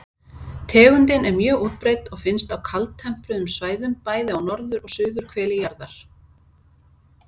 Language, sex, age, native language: Icelandic, female, 40-49, Icelandic